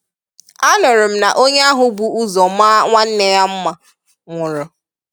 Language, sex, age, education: Igbo, female, 15-29, tertiary